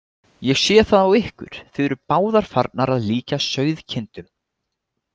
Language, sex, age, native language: Icelandic, male, 20-29, Icelandic